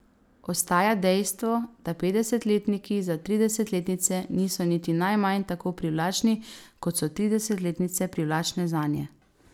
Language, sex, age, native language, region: Slovenian, female, 18-29, Slovenian, Savinja region